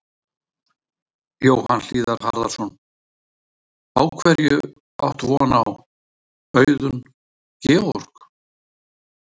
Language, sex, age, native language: Icelandic, male, 60-69, Icelandic